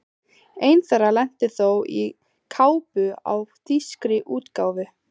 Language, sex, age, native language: Icelandic, female, 15, Icelandic